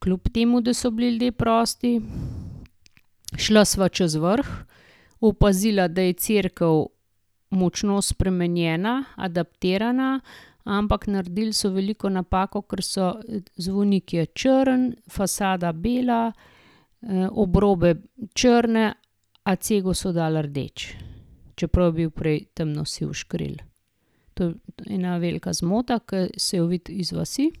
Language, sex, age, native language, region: Slovenian, female, 50-59, Slovenian, Gorenjska region